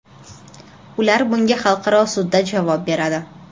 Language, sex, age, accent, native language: Uzbek, female, 12-17, Toshkent shahri, Uzbek